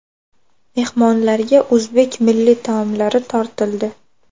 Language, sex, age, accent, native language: Uzbek, female, 18-24, Farg'ona, Uzbek